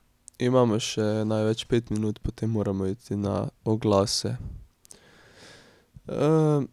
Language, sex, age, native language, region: Slovenian, male, 18-29, Slovenian, Drava region